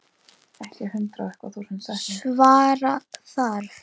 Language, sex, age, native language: Icelandic, female, 9, Icelandic